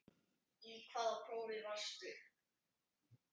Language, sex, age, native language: Icelandic, male, 10, Icelandic